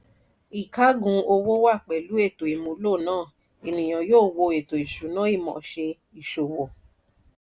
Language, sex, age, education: Yoruba, female, 30-45, tertiary